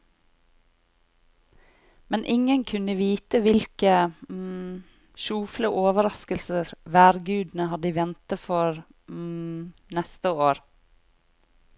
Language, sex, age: Norwegian, female, 40